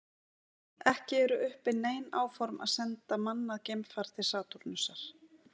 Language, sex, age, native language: Icelandic, female, 40-49, Icelandic